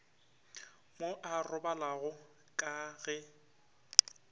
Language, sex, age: Northern Sotho, male, 25